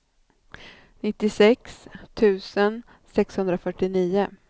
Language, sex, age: Swedish, female, 39